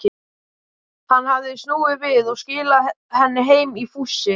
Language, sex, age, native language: Icelandic, male, 12, Icelandic